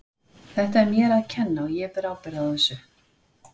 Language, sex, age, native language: Icelandic, female, 40-49, Icelandic